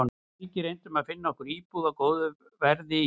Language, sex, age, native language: Icelandic, male, 60-69, Icelandic